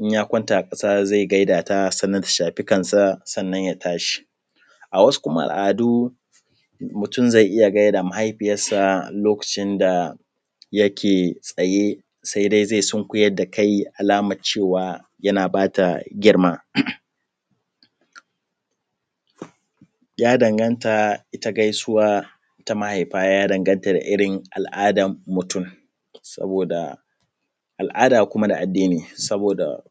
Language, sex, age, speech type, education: Hausa, male, 15-29, spontaneous, primary